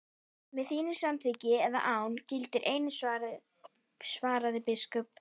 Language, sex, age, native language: Icelandic, female, 12, Icelandic